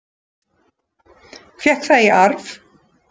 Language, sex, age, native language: Icelandic, female, 60-69, Icelandic